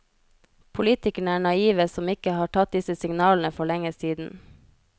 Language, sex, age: Norwegian, female, 33